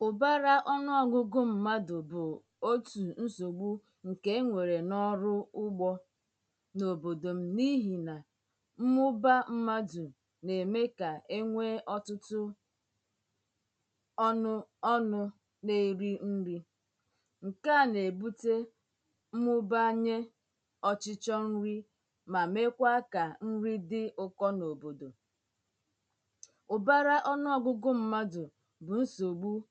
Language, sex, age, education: Igbo, female, 30-45, tertiary